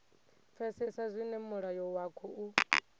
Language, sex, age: Venda, female, 22